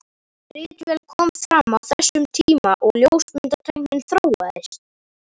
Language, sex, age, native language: Icelandic, male, 18-19, Icelandic